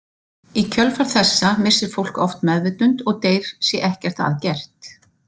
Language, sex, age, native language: Icelandic, female, 50-59, Icelandic